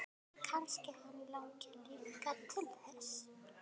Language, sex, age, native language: Icelandic, other, 12, Icelandic